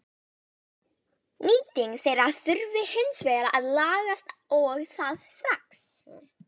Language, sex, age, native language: Icelandic, female, 18-19, Icelandic